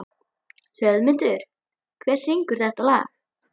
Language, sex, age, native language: Icelandic, female, 11, Icelandic